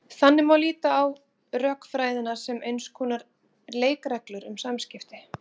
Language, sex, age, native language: Icelandic, female, 40-49, Icelandic